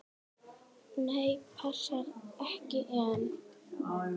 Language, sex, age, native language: Icelandic, male, 10, Icelandic